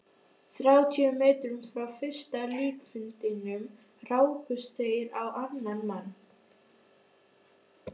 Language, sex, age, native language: Icelandic, female, 12, Icelandic